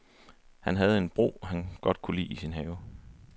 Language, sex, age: Danish, male, 23